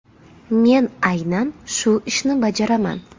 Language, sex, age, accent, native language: Uzbek, female, 25-34, Namangan, Uzbek